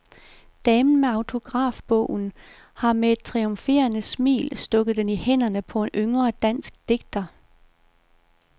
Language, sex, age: Danish, female, 51